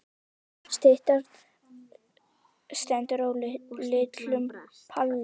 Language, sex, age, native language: Icelandic, male, 10, Icelandic